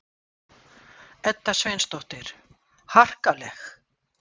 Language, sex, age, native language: Icelandic, female, 60-69, Icelandic